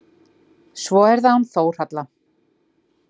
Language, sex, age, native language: Icelandic, female, 40-49, Icelandic